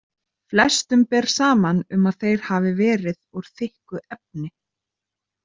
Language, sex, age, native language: Icelandic, female, 30-39, Icelandic